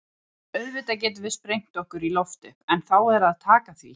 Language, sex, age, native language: Icelandic, female, 20-29, Icelandic